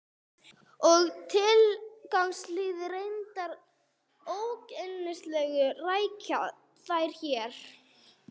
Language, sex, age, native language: Icelandic, female, 30-39, English